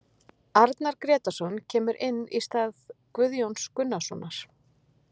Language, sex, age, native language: Icelandic, female, 40-49, Icelandic